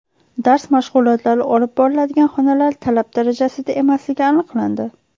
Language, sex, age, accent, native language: Uzbek, female, 18-24, Toshkent shahri, Uzbek